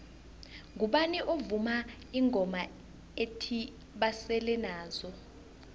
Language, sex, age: South Ndebele, female, 21